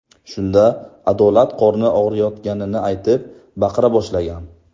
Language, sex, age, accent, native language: Uzbek, male, 18-24, Buxoro, Uzbek